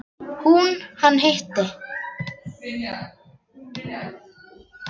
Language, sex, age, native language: Icelandic, female, 9, Icelandic